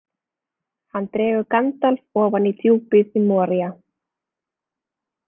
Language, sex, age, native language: Icelandic, female, 20-29, Icelandic